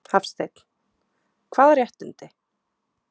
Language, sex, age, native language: Icelandic, female, 20-29, Icelandic